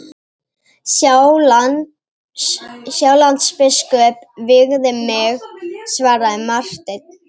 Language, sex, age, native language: Icelandic, female, 18-19, Icelandic